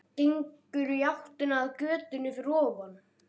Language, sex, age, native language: Icelandic, other, 12, Icelandic